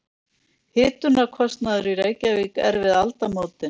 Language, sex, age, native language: Icelandic, female, 60-69, Icelandic